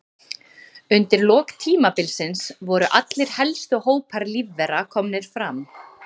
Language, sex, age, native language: Icelandic, female, 30-39, Icelandic